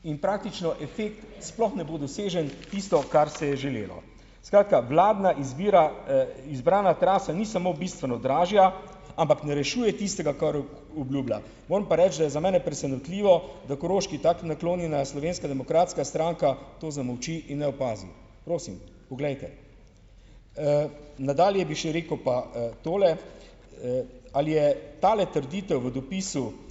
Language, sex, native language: Slovenian, male, Slovenian